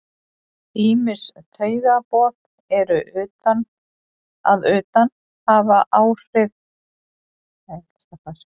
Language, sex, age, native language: Icelandic, female, 40-49, Icelandic